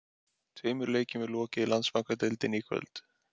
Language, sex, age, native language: Icelandic, male, 30-39, Icelandic